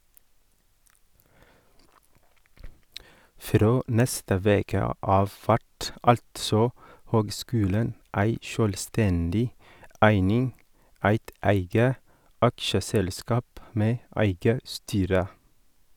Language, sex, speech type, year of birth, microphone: Norwegian, male, read, 1983, Sennheiser